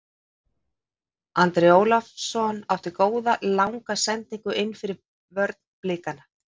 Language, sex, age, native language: Icelandic, female, 50-59, Icelandic